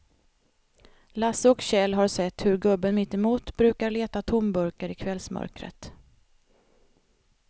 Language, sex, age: Swedish, female, 45